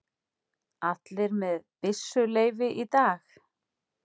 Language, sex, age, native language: Icelandic, female, 40-49, Icelandic